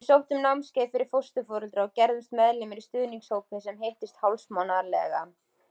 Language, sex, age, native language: Icelandic, female, 20-29, Icelandic